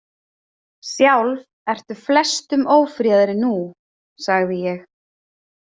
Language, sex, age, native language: Icelandic, female, 30-39, Icelandic